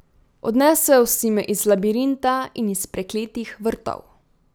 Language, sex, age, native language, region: Slovenian, female, 18-29, Slovenian, Drava region